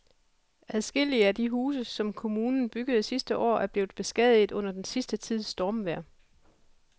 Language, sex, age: Danish, female, 41